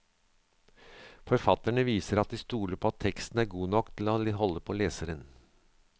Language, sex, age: Norwegian, male, 63